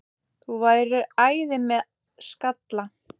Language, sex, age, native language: Icelandic, female, 10, Icelandic